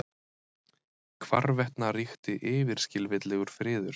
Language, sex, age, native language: Icelandic, male, 30-39, Icelandic